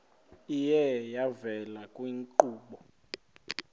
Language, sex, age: Xhosa, male, 20